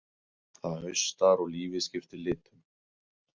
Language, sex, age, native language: Icelandic, male, 20-29, Icelandic